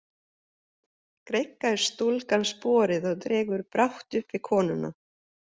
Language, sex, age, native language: Icelandic, female, 50-59, Swedish